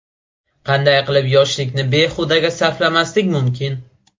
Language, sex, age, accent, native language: Uzbek, male, 18-24, Buxoro, Uzbek